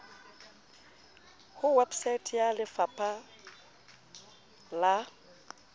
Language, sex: Southern Sotho, female